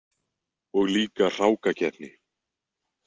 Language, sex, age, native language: Icelandic, male, 20-29, Icelandic